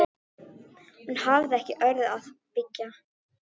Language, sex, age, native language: Icelandic, female, 12, Icelandic